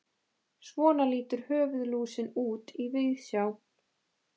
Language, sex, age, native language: Icelandic, female, 20-29, Icelandic